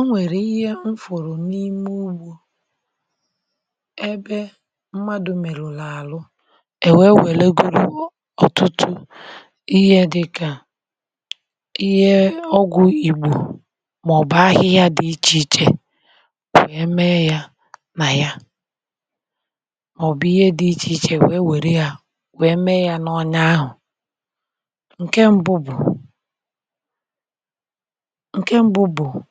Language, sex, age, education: Igbo, male, 46-60, tertiary